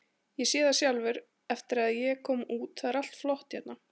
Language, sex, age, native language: Icelandic, male, 40-49, Icelandic